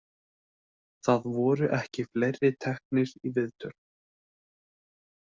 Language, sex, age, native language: Icelandic, male, 18-19, Icelandic